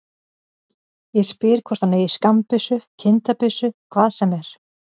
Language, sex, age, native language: Icelandic, female, 50-59, Icelandic